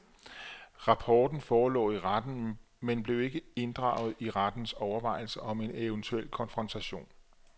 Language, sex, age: Danish, male, 34